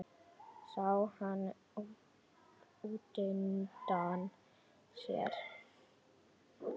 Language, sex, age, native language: Icelandic, female, 8, Icelandic